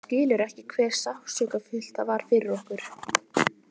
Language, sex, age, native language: Icelandic, female, 18-19, Icelandic